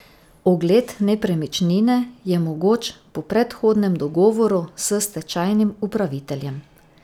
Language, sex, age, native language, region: Slovenian, female, 50-59, Slovenian, Drava region